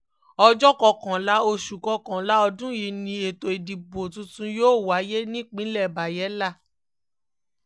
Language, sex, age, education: Yoruba, female, 15-29, tertiary